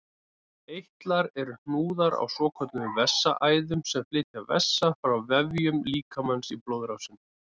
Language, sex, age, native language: Icelandic, male, 30-39, Icelandic